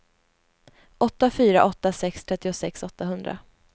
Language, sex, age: Swedish, female, 20